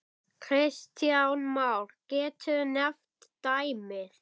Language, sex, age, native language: Icelandic, female, 9, Icelandic